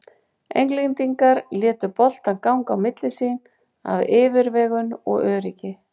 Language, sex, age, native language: Icelandic, female, 40-49, Icelandic